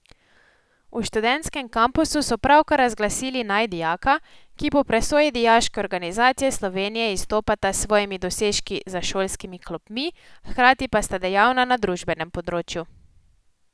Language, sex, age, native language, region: Slovenian, female, 18-29, Slovenian, Posavska region